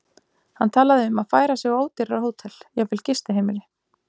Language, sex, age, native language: Icelandic, female, 20-29, Icelandic